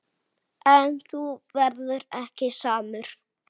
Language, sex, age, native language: Icelandic, male, 8, Icelandic